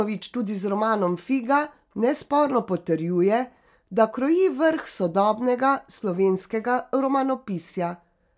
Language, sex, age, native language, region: Slovenian, female, 50-59, Slovenian, Carinthia region